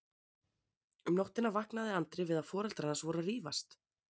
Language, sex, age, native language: Icelandic, female, 30-39, Icelandic